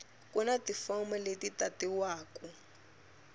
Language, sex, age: Tsonga, female, 24